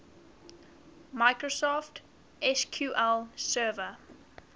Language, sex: English, female